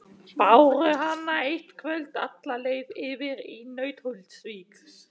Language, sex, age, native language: Icelandic, male, 18-19, German